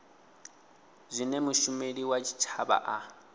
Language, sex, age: Venda, male, 20